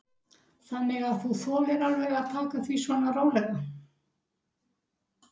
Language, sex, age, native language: Icelandic, female, 60-69, Icelandic